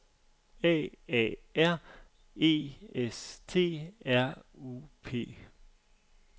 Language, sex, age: Danish, male, 35